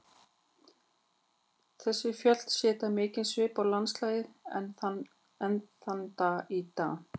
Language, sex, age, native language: Icelandic, female, 40-49, Icelandic